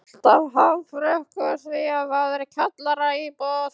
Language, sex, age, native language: Icelandic, male, 15, Icelandic